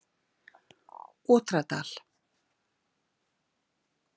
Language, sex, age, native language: Icelandic, female, 50-59, Icelandic